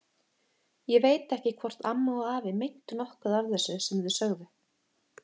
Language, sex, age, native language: Icelandic, female, 30-39, Icelandic